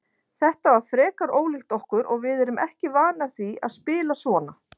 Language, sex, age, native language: Icelandic, female, 40-49, Icelandic